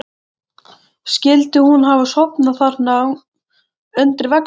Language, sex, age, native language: Icelandic, male, 13, Icelandic